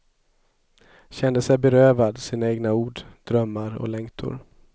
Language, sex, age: Swedish, male, 27